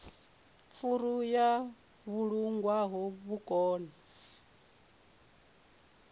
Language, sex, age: Venda, female, 24